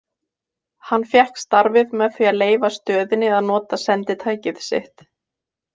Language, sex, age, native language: Icelandic, female, 20-29, Icelandic